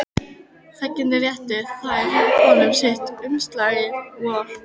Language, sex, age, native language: Icelandic, female, 12, Icelandic